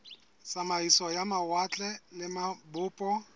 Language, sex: Southern Sotho, male